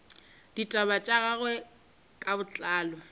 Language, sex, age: Northern Sotho, female, 26